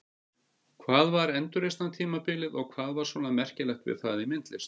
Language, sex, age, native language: Icelandic, male, 50-59, Icelandic